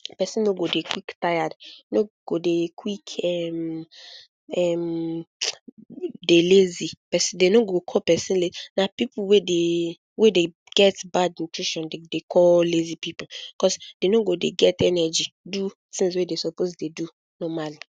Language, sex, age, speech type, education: Nigerian Pidgin, female, 15-29, spontaneous, secondary